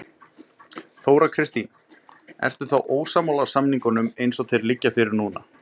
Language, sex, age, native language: Icelandic, male, 30-39, Icelandic